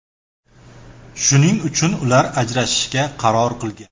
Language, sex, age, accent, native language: Uzbek, male, 25-34, Toshkent shahri, Uzbek